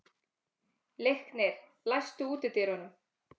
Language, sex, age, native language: Icelandic, female, 30-39, Icelandic